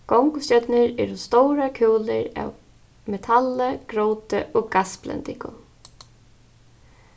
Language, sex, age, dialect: Faroese, female, 15-35, Suðurstreymoy